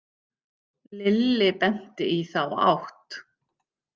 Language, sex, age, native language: Icelandic, female, 50-59, Icelandic